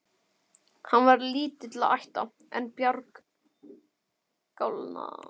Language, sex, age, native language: Icelandic, male, 12, Icelandic